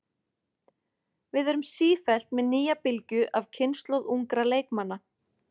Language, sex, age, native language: Icelandic, female, 40-49, Icelandic